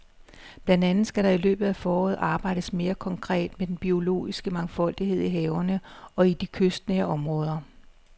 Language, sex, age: Danish, female, 56